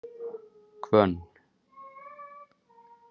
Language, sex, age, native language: Icelandic, male, 30-39, Icelandic